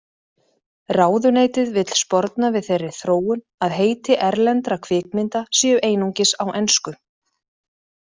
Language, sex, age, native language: Icelandic, female, 40-49, Icelandic